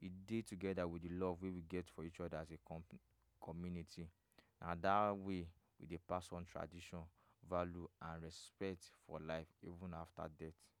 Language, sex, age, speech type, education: Nigerian Pidgin, male, 15-29, spontaneous, tertiary